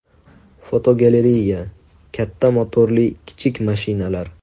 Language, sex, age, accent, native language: Uzbek, male, 19-29, Toshkent viloyati, Uzbek